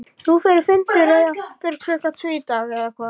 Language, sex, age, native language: Icelandic, male, 11, Icelandic